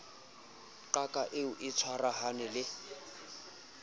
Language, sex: Southern Sotho, male